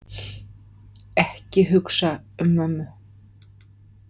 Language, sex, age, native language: Icelandic, female, 50-59, Icelandic